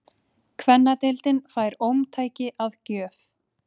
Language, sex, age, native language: Icelandic, female, 30-39, Icelandic